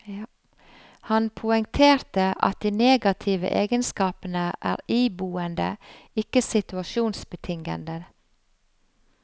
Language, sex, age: Norwegian, female, 45